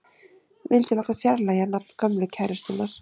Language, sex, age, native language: Icelandic, female, 30-39, Icelandic